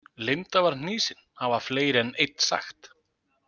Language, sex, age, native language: Icelandic, male, 20-29, Icelandic